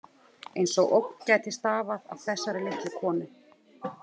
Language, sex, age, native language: Icelandic, female, 30-39, Icelandic